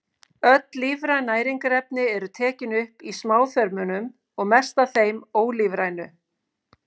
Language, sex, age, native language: Icelandic, female, 50-59, Icelandic